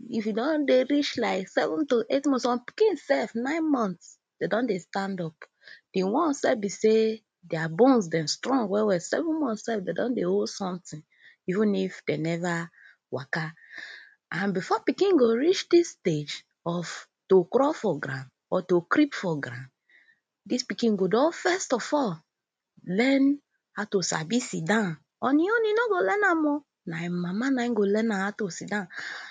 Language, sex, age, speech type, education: Nigerian Pidgin, female, 15-29, spontaneous, tertiary